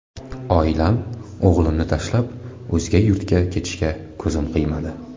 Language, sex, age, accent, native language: Uzbek, male, 18-24, Toshkent viloyati, Uzbek